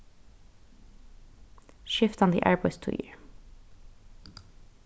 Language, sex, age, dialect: Faroese, female, 15-35, Norðurstreymoy/Eysturoy